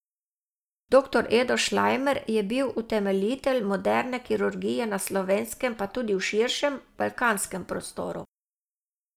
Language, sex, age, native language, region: Slovenian, female, 60+, Slovenian, Savinja region